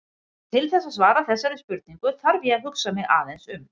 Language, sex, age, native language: Icelandic, female, 50-59, Icelandic